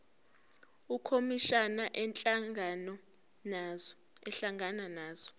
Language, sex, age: Zulu, female, 18